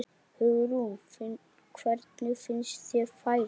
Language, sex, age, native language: Icelandic, male, 8, Icelandic